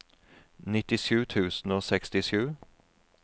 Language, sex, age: Norwegian, male, 41